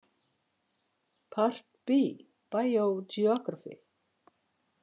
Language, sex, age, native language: Icelandic, female, 60-69, Icelandic